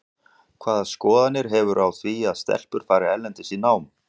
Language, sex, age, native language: Icelandic, male, 40-49, Icelandic